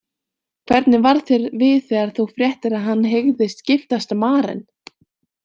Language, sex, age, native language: Icelandic, female, 18-19, Icelandic